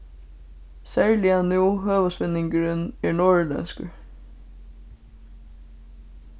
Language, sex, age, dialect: Faroese, female, 15-35, Suðurstreymoy